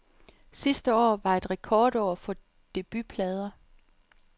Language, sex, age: Danish, female, 37